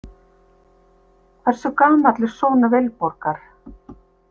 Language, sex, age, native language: Icelandic, female, 50-59, Icelandic